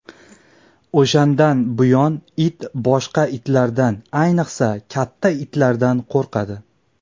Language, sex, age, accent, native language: Uzbek, male, 19-29, Andijon, Uzbek